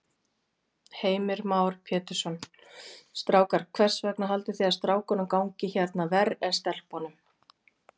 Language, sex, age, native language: Icelandic, female, 40-49, Icelandic